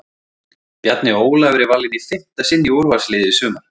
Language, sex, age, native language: Icelandic, male, 40-49, Icelandic